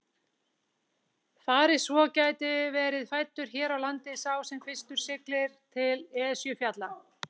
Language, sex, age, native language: Icelandic, female, 40-49, Icelandic